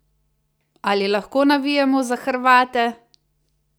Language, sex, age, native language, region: Slovenian, female, 30-49, Slovenian, Savinja region